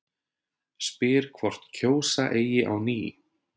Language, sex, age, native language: Icelandic, male, 30-39, Icelandic